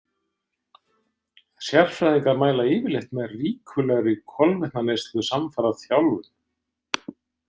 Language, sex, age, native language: Icelandic, male, 60-69, Icelandic